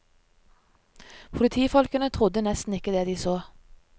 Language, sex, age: Norwegian, female, 30